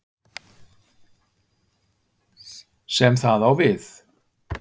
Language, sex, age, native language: Icelandic, male, 50-59, Icelandic